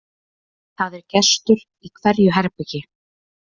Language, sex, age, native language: Icelandic, female, 20-29, Icelandic